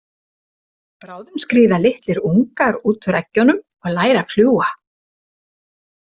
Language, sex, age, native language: Icelandic, female, 60-69, Icelandic